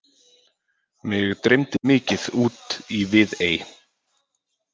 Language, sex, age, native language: Icelandic, male, 30-39, Icelandic